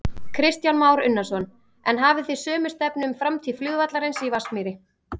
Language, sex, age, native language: Icelandic, female, 30-39, Icelandic